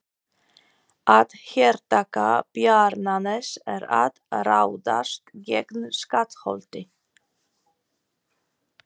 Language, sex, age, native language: Icelandic, female, 40-49, Polish